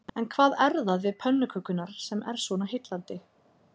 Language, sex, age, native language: Icelandic, female, 30-39, Icelandic